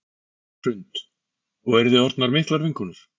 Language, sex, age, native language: Icelandic, male, 40-49, Icelandic